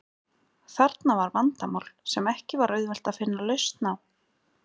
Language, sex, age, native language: Icelandic, female, 20-29, Icelandic